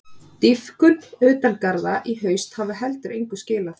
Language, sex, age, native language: Icelandic, female, 30-39, Icelandic